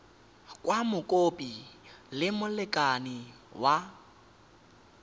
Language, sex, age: Tswana, male, 18